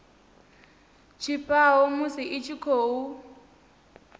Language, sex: Venda, female